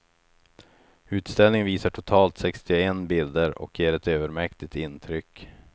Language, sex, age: Swedish, male, 36